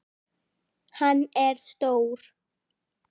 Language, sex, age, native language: Icelandic, female, 9, Icelandic